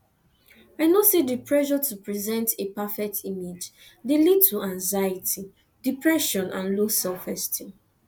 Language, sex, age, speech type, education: Nigerian Pidgin, female, 15-29, spontaneous, tertiary